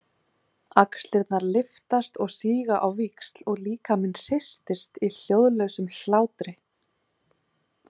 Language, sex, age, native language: Icelandic, female, 30-39, Icelandic